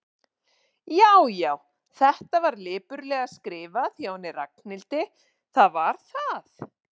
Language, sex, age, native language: Icelandic, female, 40-49, Icelandic